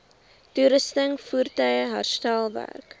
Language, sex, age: Afrikaans, female, 20